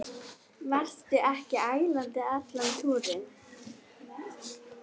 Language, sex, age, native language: Icelandic, female, 9, Icelandic